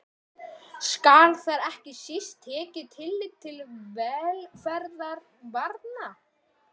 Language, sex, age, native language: Icelandic, male, 13, Icelandic